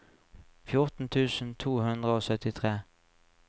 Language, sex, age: Norwegian, male, 35